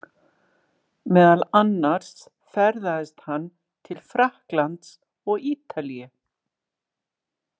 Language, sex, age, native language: Icelandic, female, 60-69, Icelandic